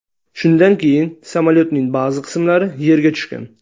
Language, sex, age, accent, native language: Uzbek, male, 19-29, Sirdaryo, Uzbek